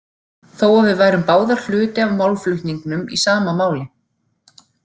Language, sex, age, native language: Icelandic, female, 40-49, Icelandic